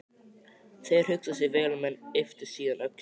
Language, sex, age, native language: Icelandic, male, 12, Icelandic